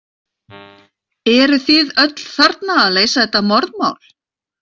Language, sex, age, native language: Icelandic, female, 40-49, Icelandic